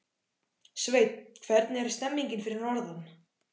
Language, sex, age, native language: Icelandic, male, 14, Icelandic